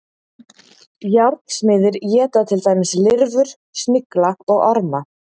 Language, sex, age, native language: Icelandic, female, 30-39, Icelandic